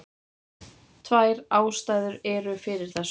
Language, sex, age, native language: Icelandic, male, 8, Icelandic